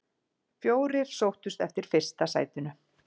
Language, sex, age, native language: Icelandic, female, 40-49, Icelandic